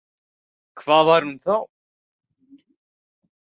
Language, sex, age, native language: Icelandic, male, 18-19, Icelandic